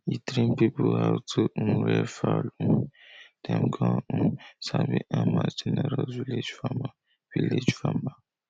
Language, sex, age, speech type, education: Nigerian Pidgin, male, 30-45, spontaneous, tertiary